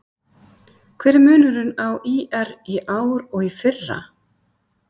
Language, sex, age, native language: Icelandic, female, 50-59, Icelandic